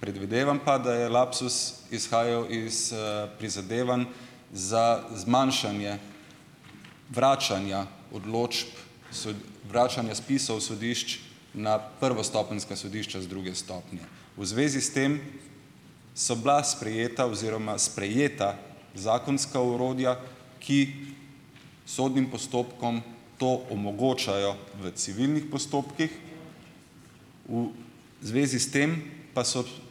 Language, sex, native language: Slovenian, male, Slovenian